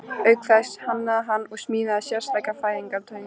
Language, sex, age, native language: Icelandic, female, 13, Icelandic